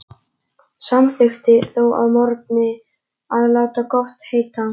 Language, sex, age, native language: Icelandic, male, 11, Icelandic